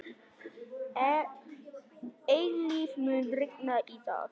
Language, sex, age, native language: Icelandic, male, 11, Icelandic